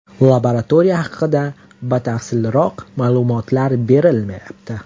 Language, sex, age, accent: Uzbek, male, 18-24, Toshkent shahri